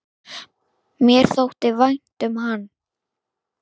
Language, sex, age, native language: Icelandic, female, 9, Icelandic